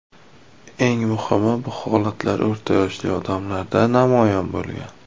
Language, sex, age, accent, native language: Uzbek, male, 19-29, Namangan, Uzbek